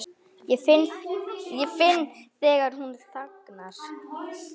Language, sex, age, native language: Icelandic, male, 9, Icelandic